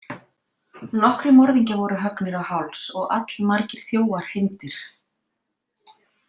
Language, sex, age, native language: Icelandic, female, 50-59, Icelandic